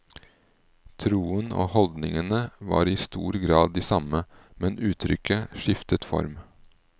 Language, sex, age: Norwegian, male, 38